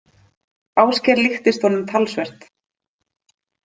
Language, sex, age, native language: Icelandic, female, 30-39, Icelandic